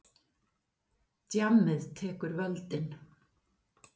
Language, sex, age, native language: Icelandic, female, 50-59, Icelandic